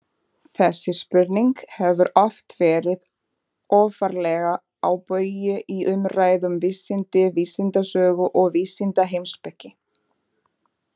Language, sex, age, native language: Icelandic, female, 40-49, Portuguese